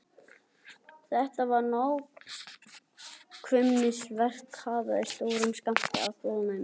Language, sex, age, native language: Icelandic, other, 11, Icelandic